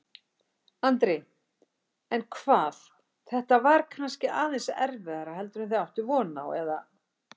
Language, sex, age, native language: Icelandic, female, 60-69, Icelandic